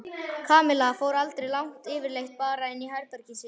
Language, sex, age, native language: Icelandic, male, 11, Icelandic